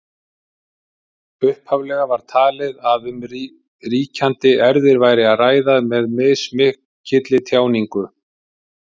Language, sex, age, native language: Icelandic, male, 50-59, Icelandic